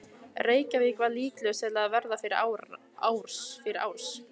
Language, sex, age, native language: Icelandic, female, 15, Icelandic